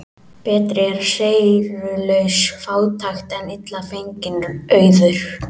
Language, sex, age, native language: Icelandic, male, 18-19, Icelandic